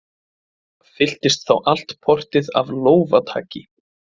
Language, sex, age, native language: Icelandic, male, 20-29, Icelandic